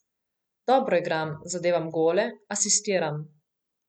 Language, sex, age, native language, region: Slovenian, female, 18-29, Slovenian, Coastal Karst region